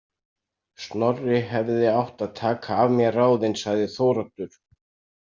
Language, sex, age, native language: Icelandic, male, 60-69, Icelandic